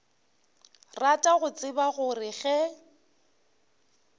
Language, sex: Northern Sotho, female